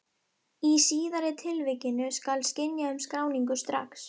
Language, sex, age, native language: Icelandic, female, 11, Icelandic